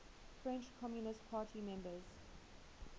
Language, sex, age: English, female, 19